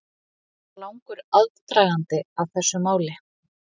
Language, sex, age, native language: Icelandic, female, 30-39, Icelandic